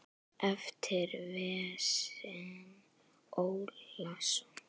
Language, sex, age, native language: Icelandic, female, 9, Icelandic